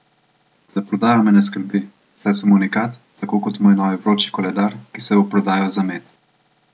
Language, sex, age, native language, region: Slovenian, male, 18-29, Slovenian, Central Slovenia